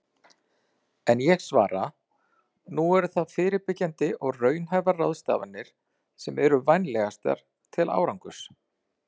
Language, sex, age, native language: Icelandic, male, 40-49, Icelandic